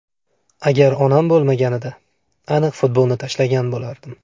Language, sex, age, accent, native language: Uzbek, male, 25-34, Farg'ona, Uzbek